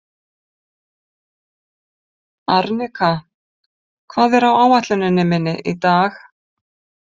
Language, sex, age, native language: Icelandic, female, 50-59, Icelandic